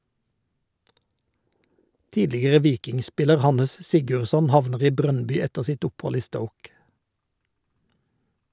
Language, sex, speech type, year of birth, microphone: Norwegian, male, read, 1951, Shure